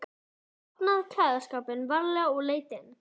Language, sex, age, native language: Icelandic, female, 11, Icelandic